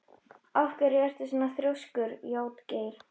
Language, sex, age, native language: Icelandic, female, 13, Icelandic